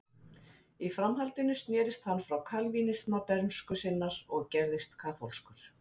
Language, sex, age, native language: Icelandic, female, 50-59, Icelandic